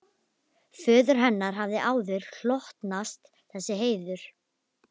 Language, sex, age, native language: Icelandic, female, 11, Icelandic